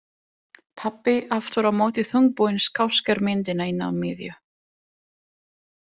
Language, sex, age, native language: Icelandic, female, 20-29, Italian